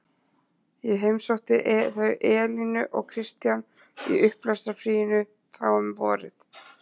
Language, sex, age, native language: Icelandic, female, 20-29, Icelandic